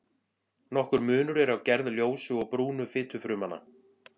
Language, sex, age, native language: Icelandic, male, 40-49, Icelandic